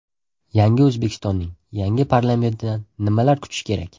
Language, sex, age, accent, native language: Uzbek, male, 12-17, Toshkent shahri, Uzbek